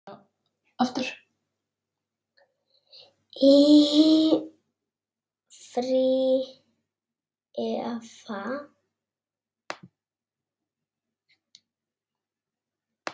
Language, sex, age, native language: Icelandic, female, 6, Icelandic